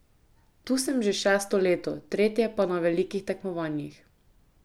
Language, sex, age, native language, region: Slovenian, female, 18-29, Slovenian, Drava region